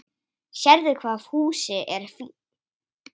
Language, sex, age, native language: Icelandic, male, 7, Icelandic